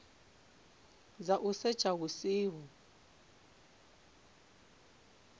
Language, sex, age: Venda, female, 24